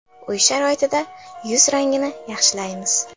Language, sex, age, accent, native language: Uzbek, female, under 19, Samarqand, Uzbek